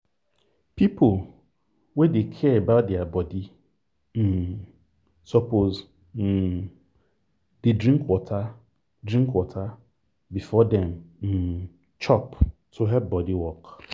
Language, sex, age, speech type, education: Nigerian Pidgin, male, 30-45, spontaneous, tertiary